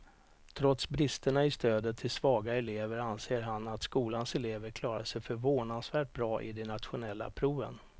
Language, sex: Swedish, male